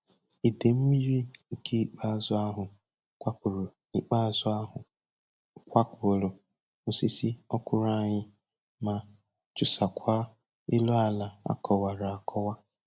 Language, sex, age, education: Igbo, male, 15-29, tertiary